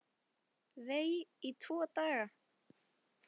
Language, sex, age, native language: Icelandic, female, 20-29, Icelandic